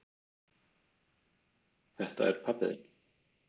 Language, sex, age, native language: Icelandic, male, 30-39, Icelandic